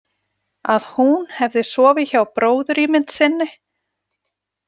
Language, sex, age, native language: Icelandic, female, 40-49, Icelandic